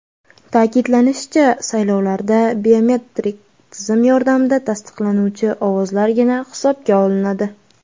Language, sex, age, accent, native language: Uzbek, female, 18-24, Navoiy, Uzbek